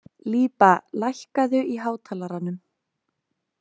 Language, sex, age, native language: Icelandic, female, 20-29, Icelandic